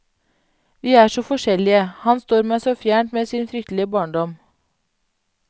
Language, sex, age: Norwegian, female, 31